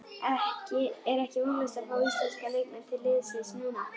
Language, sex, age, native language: Icelandic, female, 11, Icelandic